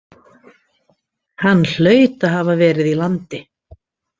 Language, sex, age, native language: Icelandic, female, 50-59, Icelandic